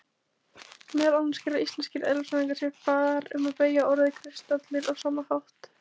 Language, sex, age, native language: Icelandic, female, 20-29, Icelandic